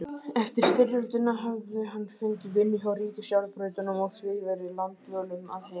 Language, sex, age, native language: Icelandic, male, 20-29, Icelandic